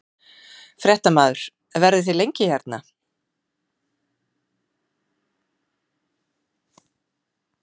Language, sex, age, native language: Icelandic, female, 40-49, Icelandic